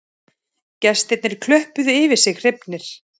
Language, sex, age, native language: Icelandic, male, 30-39, Icelandic